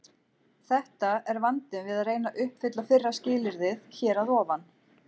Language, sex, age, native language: Icelandic, female, 40-49, Icelandic